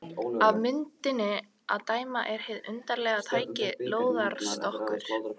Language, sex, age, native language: Icelandic, female, 18-19, Icelandic